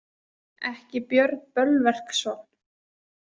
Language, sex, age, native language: Icelandic, female, 20-29, Icelandic